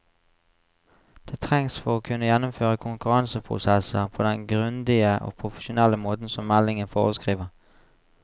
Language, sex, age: Norwegian, male, 35